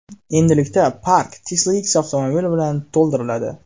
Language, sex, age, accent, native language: Uzbek, male, 18-24, Namangan, Uzbek